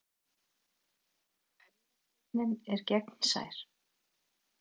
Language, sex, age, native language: Icelandic, female, 40-49, Icelandic